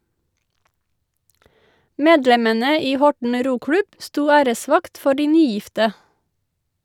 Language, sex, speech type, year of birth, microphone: Norwegian, female, read, 1984, Shure